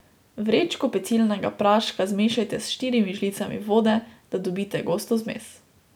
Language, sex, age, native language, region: Slovenian, female, 18-29, Slovenian, Drava region